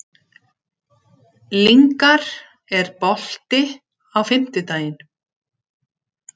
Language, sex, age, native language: Icelandic, female, 60-69, Icelandic